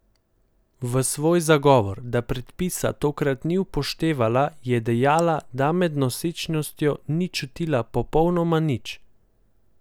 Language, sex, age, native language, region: Slovenian, male, 18-29, Slovenian, Central Slovenia